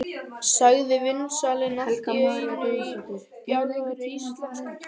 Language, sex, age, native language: Icelandic, male, 12, Icelandic